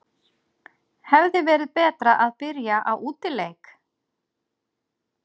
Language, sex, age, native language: Icelandic, female, 40-49, Icelandic